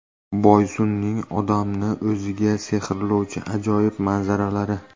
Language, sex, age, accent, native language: Uzbek, male, 18-24, Namangan, Uzbek